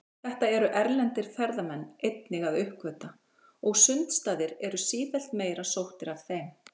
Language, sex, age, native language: Icelandic, female, 40-49, Icelandic